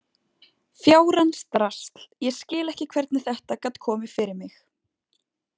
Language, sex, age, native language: Icelandic, female, 20-29, Icelandic